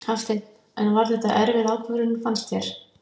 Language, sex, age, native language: Icelandic, female, 50-59, Icelandic